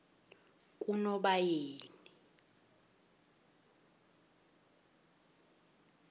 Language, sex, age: South Ndebele, female, 18